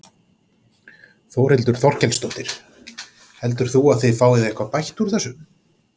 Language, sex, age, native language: Icelandic, male, 40-49, Icelandic